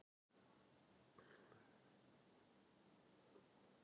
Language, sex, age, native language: Icelandic, male, 50-59, Icelandic